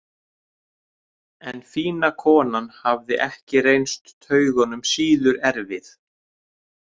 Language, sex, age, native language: Icelandic, male, 30-39, Icelandic